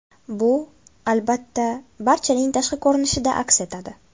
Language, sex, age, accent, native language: Uzbek, female, 18-24, Toshkent viloyati, Uzbek